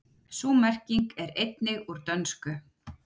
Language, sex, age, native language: Icelandic, female, 30-39, Icelandic